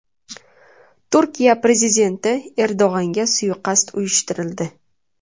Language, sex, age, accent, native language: Uzbek, female, 19-29, Toshkent shahri, Uzbek